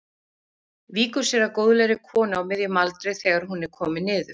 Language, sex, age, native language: Icelandic, female, 40-49, Icelandic